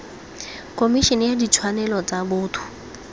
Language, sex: Tswana, female